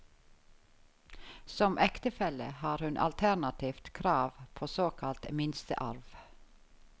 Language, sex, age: Norwegian, female, 51